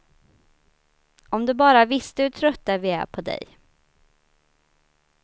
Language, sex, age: Swedish, female, 29